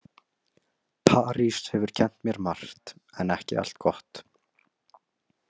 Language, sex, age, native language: Icelandic, male, 20-29, Icelandic